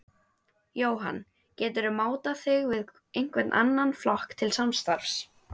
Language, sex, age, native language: Icelandic, female, 12, Icelandic